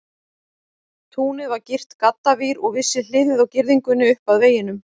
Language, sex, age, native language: Icelandic, female, 40-49, Icelandic